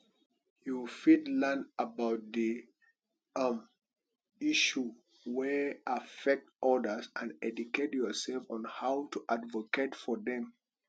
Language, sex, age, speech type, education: Nigerian Pidgin, male, 30-45, spontaneous, tertiary